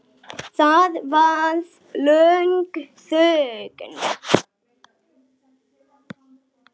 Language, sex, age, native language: Icelandic, female, 9, Icelandic